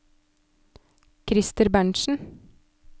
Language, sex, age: Norwegian, female, 29